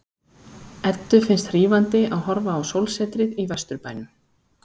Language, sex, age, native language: Icelandic, female, 30-39, Icelandic